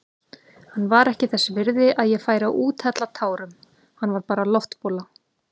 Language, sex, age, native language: Icelandic, female, 30-39, Icelandic